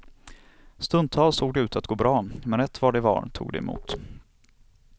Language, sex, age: Swedish, male, 27